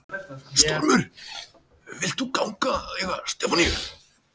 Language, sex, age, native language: Icelandic, male, 18-19, Icelandic